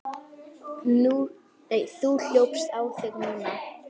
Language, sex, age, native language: Icelandic, female, 9, Icelandic